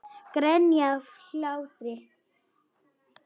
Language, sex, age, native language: Icelandic, female, 10, Icelandic